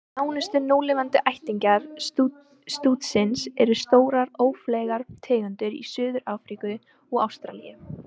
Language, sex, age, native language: Icelandic, female, 18-19, Icelandic